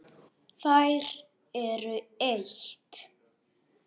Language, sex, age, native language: Icelandic, male, 10, Icelandic